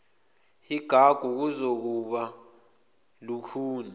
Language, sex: Zulu, male